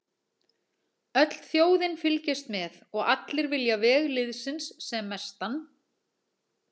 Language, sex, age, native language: Icelandic, female, 40-49, Icelandic